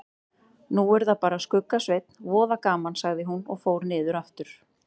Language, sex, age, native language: Icelandic, female, 30-39, Icelandic